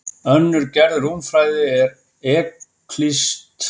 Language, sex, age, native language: Icelandic, male, 50-59, Icelandic